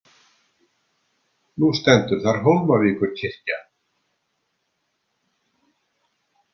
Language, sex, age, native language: Icelandic, male, 70-79, Icelandic